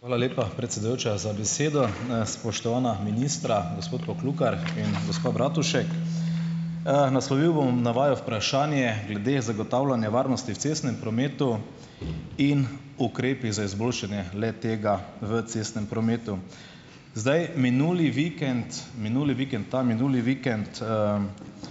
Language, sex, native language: Slovenian, male, Slovenian